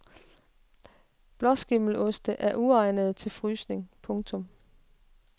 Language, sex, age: Danish, female, 36